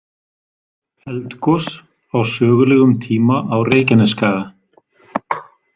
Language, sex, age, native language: Icelandic, male, 40-49, Icelandic